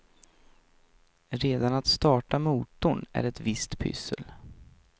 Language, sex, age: Swedish, male, 23